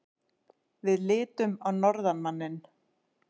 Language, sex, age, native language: Icelandic, female, 30-39, Icelandic